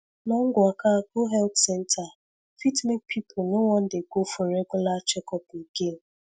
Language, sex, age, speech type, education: Nigerian Pidgin, female, 15-29, spontaneous, secondary